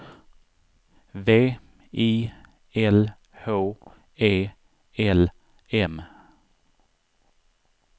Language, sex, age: Swedish, male, 39